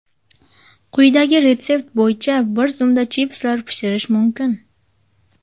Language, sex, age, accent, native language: Uzbek, female, 19-29, Jizzax, Uzbek